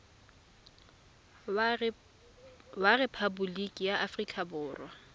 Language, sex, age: Tswana, female, 24